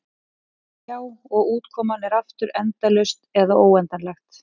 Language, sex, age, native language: Icelandic, female, 40-49, Icelandic